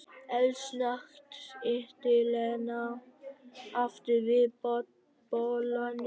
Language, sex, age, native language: Icelandic, male, 11, Vietnamese